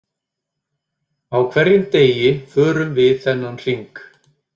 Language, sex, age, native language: Icelandic, male, 30-39, Icelandic